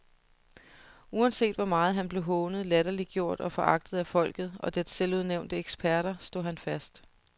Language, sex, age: Danish, female, 30